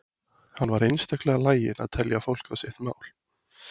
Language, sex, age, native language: Icelandic, male, 20-29, Icelandic